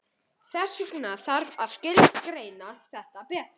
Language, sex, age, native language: Icelandic, male, 18-19, Icelandic